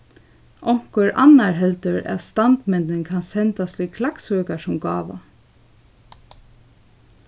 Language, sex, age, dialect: Faroese, female, 15-35, Suðurstreymoy